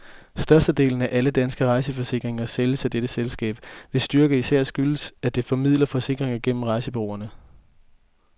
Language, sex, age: Danish, male, 20